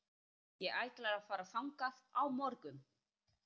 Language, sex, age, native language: Icelandic, female, 30-39, Icelandic